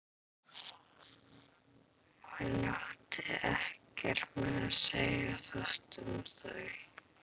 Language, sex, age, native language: Icelandic, other, 12, Icelandic